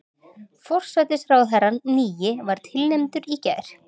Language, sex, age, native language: Icelandic, female, 30-39, Icelandic